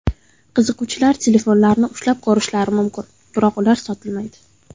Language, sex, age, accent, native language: Uzbek, female, under 19, Toshkent viloyati, Uzbek